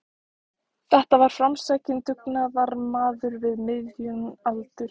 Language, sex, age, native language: Icelandic, female, 14, Icelandic